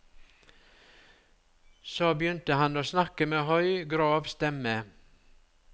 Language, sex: Norwegian, male